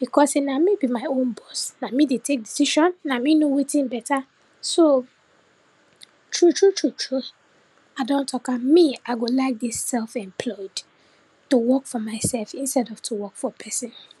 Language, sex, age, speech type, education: Nigerian Pidgin, female, 15-29, spontaneous, tertiary